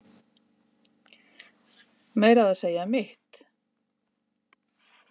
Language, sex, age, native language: Icelandic, female, 50-59, Icelandic